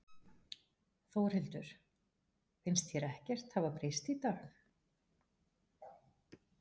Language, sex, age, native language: Icelandic, female, 40-49, Icelandic